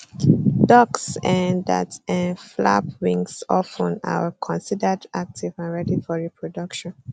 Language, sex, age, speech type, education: Nigerian Pidgin, female, 15-29, spontaneous, tertiary